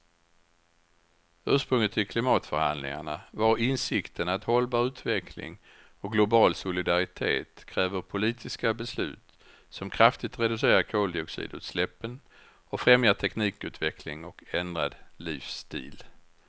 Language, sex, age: Swedish, male, 61